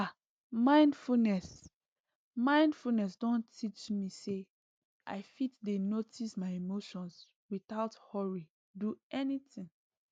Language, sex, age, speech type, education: Nigerian Pidgin, female, 15-29, spontaneous, tertiary